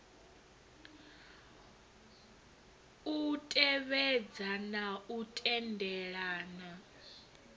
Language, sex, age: Venda, female, 22